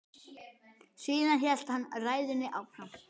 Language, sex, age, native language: Icelandic, male, 10, Icelandic